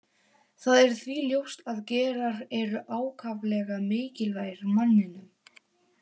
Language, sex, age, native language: Icelandic, female, 18-19, Polish